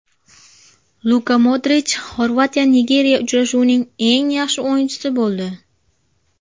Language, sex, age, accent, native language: Uzbek, female, 19-29, Jizzax, Uzbek